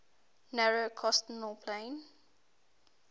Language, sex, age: English, female, 18